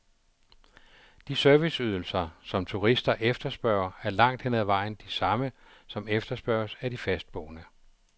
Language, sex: Danish, male